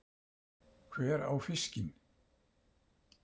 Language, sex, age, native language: Icelandic, male, 70-79, Icelandic